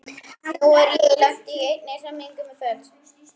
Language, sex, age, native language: Icelandic, male, 11, Icelandic